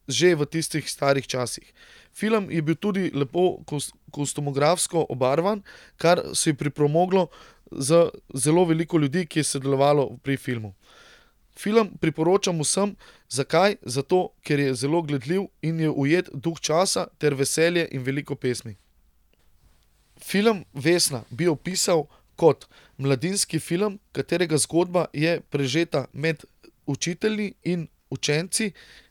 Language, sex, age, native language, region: Slovenian, male, 30-49, Slovenian, Central Slovenia